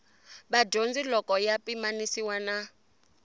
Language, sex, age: Tsonga, female, 20